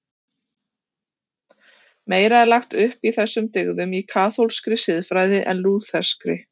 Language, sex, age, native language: Icelandic, female, 30-39, Icelandic